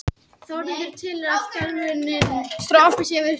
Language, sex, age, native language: Icelandic, male, 18-19, Icelandic